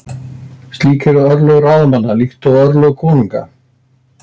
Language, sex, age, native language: Icelandic, male, 60-69, Icelandic